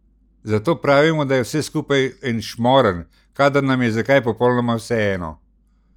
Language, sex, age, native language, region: Slovenian, male, 60+, Slovenian, Central Slovenia